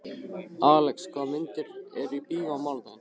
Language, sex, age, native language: Icelandic, male, 15, Icelandic